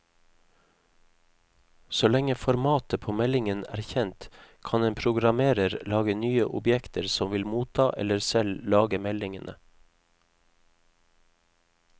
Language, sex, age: Norwegian, male, 31